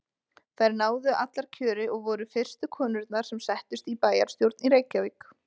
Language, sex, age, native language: Icelandic, female, 20-29, Icelandic